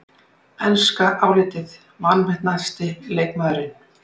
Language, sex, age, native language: Icelandic, female, 60-69, Icelandic